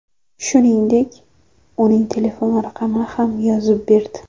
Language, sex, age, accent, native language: Uzbek, female, 18-24, Jizzax, Uzbek